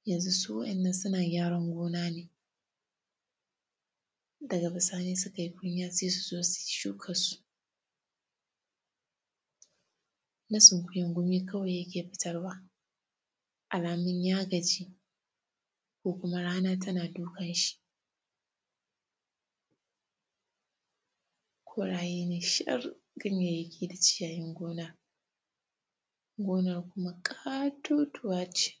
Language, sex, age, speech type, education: Hausa, female, 15-29, spontaneous, tertiary